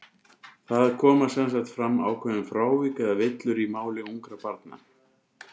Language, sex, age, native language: Icelandic, male, 40-49, Icelandic